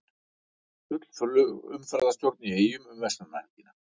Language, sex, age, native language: Icelandic, male, 40-49, Icelandic